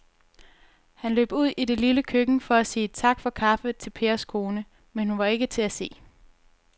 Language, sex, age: Danish, female, 22